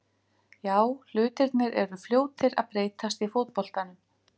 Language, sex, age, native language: Icelandic, female, 50-59, Icelandic